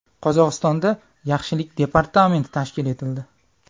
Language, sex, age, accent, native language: Uzbek, male, 25-34, Farg'ona, Uzbek